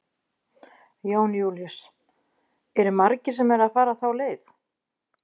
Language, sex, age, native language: Icelandic, female, 50-59, Icelandic